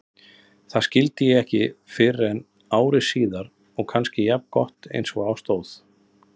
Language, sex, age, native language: Icelandic, male, 30-39, Icelandic